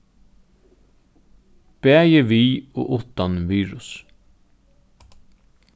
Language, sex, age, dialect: Faroese, male, 36-60, Norðurstreymoy/Eysturoy